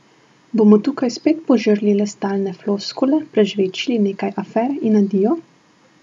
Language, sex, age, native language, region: Slovenian, female, 18-29, Slovenian, Southeast Slovenia